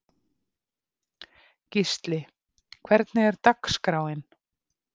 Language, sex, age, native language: Icelandic, female, 50-59, Icelandic